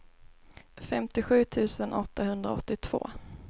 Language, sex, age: Swedish, female, 22